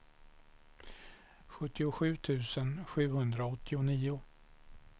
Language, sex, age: Swedish, male, 61